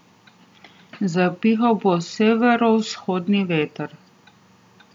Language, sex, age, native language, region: Slovenian, female, 30-49, Slovenian, Southeast Slovenia